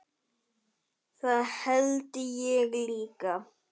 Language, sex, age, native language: Icelandic, male, 10, Icelandic